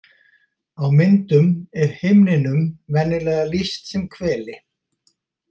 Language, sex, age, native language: Icelandic, male, 50-59, Icelandic